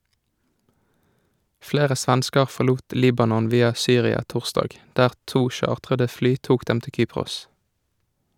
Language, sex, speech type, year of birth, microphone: Norwegian, male, read, 1987, Shure